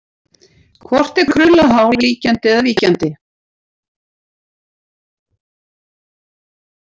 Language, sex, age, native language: Icelandic, female, 60-69, Icelandic